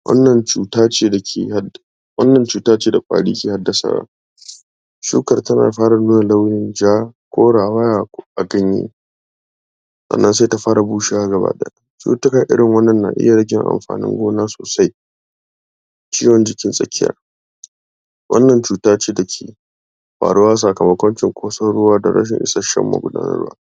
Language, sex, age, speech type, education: Hausa, male, 46-60, spontaneous, tertiary